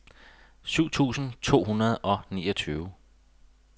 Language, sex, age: Danish, male, 32